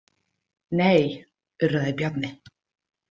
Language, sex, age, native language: Icelandic, female, 50-59, Icelandic